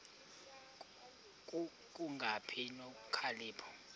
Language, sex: Xhosa, male